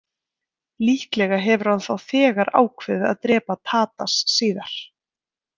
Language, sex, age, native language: Icelandic, female, 20-29, Icelandic